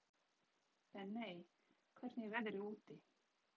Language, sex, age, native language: Icelandic, female, 30-39, Polish